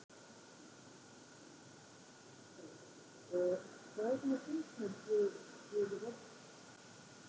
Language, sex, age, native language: Icelandic, female, 50-59, Icelandic